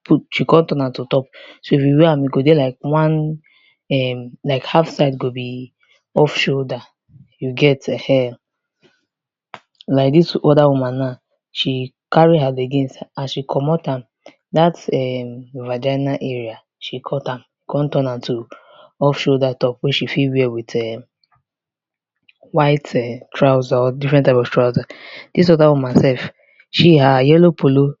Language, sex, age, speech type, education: Nigerian Pidgin, female, 15-29, spontaneous, tertiary